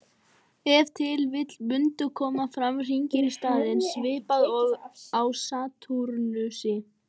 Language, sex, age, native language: Icelandic, male, 18-19, Icelandic